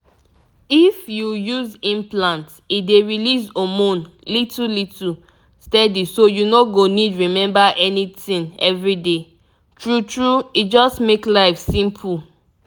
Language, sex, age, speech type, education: Nigerian Pidgin, female, 15-29, spontaneous, tertiary